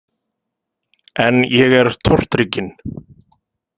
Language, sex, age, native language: Icelandic, male, 30-39, Icelandic